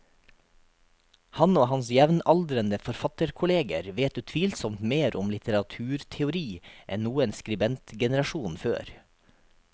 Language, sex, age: Norwegian, male, 43